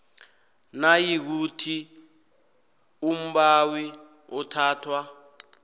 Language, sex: South Ndebele, male